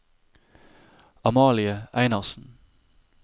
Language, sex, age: Norwegian, male, 30